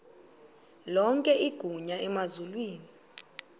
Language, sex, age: Xhosa, female, 22